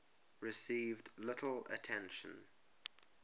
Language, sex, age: English, male, 23